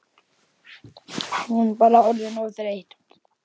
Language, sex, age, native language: Icelandic, male, 8, Icelandic